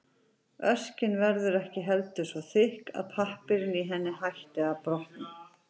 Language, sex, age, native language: Icelandic, female, 40-49, Icelandic